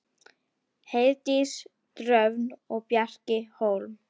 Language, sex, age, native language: Icelandic, female, 10, Icelandic